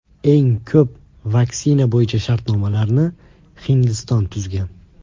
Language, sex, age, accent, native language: Uzbek, male, 18-24, Andijon, Uzbek